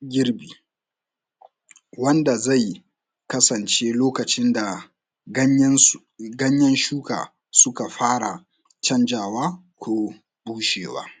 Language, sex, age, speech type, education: Hausa, male, 15-29, spontaneous, tertiary